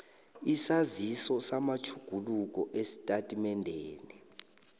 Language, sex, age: South Ndebele, male, 22